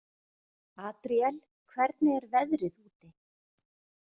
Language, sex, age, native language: Icelandic, female, 40-49, Icelandic